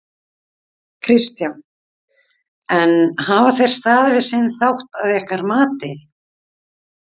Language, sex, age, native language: Icelandic, female, 50-59, Icelandic